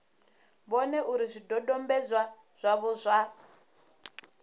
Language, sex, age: Venda, female, 34